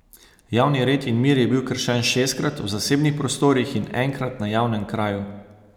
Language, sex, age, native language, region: Slovenian, male, 30-49, Slovenian, Savinja region